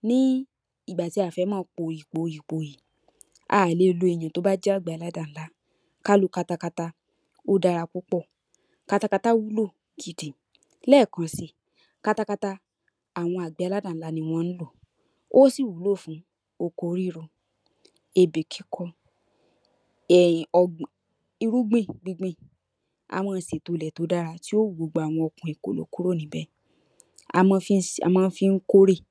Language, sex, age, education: Yoruba, female, 15-29, tertiary